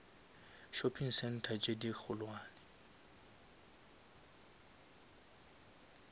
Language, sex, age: Northern Sotho, male, 23